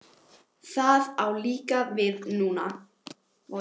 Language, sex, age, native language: Icelandic, female, 18-19, Icelandic